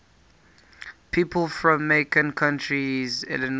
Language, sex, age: English, male, 18